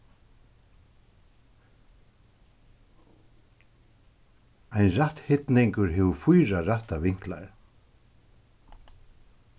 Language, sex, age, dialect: Faroese, male, 61+, Suðuroy